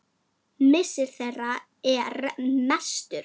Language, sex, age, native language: Icelandic, female, 10, Icelandic